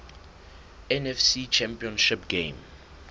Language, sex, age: Southern Sotho, male, 21